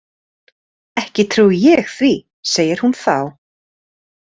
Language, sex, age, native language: Icelandic, female, 30-39, Icelandic